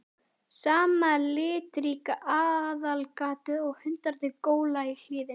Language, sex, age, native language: Icelandic, female, 11, Icelandic